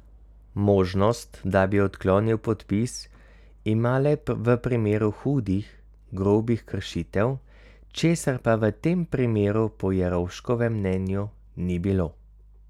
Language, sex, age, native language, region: Slovenian, male, 30-49, Slovenian, Carinthia region